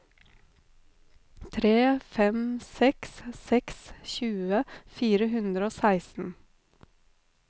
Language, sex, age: Norwegian, female, 32